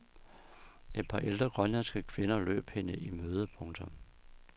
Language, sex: Danish, male